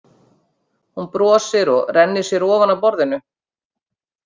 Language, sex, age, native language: Icelandic, female, 50-59, Icelandic